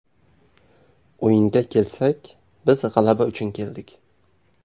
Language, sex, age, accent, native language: Uzbek, male, 18-24, Xorazm, Uzbek